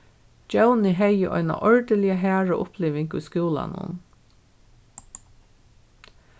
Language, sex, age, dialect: Faroese, female, 36-60, Norðurstreymoy/Eysturoy